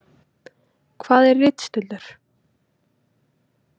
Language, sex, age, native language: Icelandic, female, 30-39, Icelandic